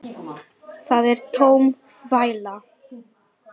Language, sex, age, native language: Icelandic, female, 10, Lithuanian